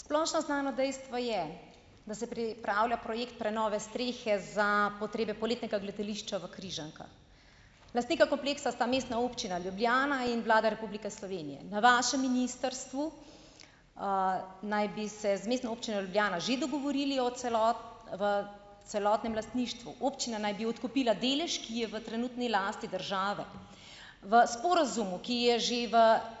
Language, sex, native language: Slovenian, female, Slovenian